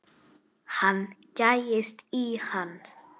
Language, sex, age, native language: Icelandic, female, 9, Icelandic